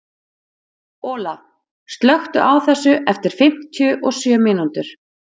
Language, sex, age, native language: Icelandic, female, 40-49, Icelandic